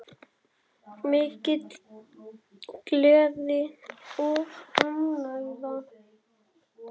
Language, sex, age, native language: Icelandic, male, 9, Icelandic